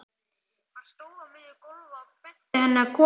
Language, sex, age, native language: Icelandic, male, 11, Icelandic